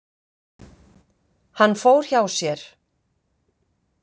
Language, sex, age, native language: Icelandic, female, 50-59, Icelandic